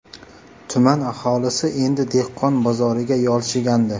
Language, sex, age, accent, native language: Uzbek, male, 18-24, Samarqand, Uzbek